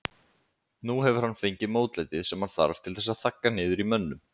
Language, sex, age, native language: Icelandic, male, 20-29, Icelandic